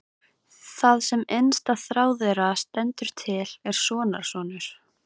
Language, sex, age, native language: Icelandic, female, 15, Icelandic